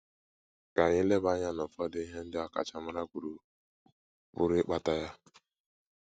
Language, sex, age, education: Igbo, male, 15-29, tertiary